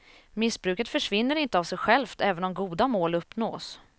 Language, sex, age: Swedish, female, 27